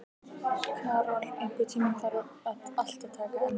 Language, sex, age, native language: Icelandic, female, 12, Icelandic